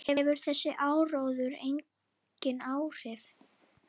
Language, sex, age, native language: Icelandic, female, 8, Icelandic